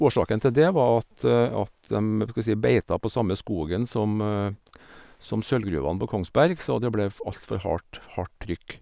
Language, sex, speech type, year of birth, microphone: Norwegian, male, spontaneous, 1951, Sennheiser